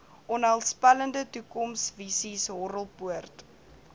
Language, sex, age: Afrikaans, female, 19